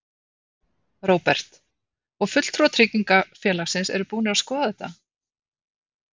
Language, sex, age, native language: Icelandic, female, 50-59, Icelandic